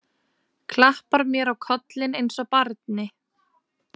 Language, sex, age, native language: Icelandic, female, 20-29, Icelandic